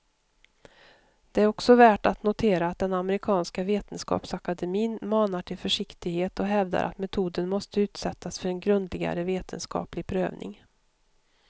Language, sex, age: Swedish, female, 52